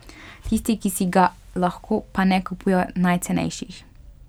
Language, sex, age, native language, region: Slovenian, female, 12-17, Slovenian, Pomurje region